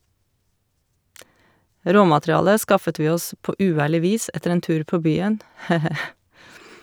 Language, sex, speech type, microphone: Norwegian, female, read, Shure